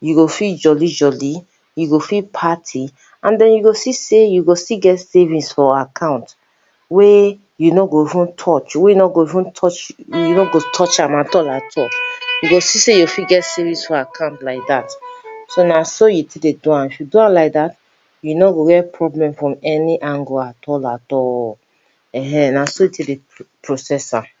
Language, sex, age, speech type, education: Nigerian Pidgin, female, 30-45, spontaneous, tertiary